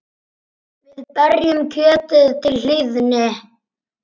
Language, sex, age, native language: Icelandic, male, 9, Icelandic